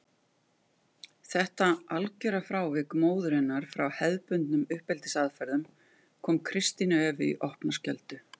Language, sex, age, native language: Icelandic, female, 50-59, Icelandic